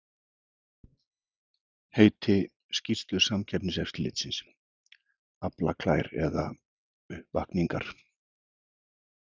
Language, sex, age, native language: Icelandic, male, 50-59, Icelandic